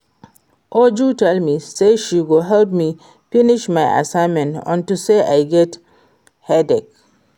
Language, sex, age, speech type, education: Nigerian Pidgin, female, 46-60, read, secondary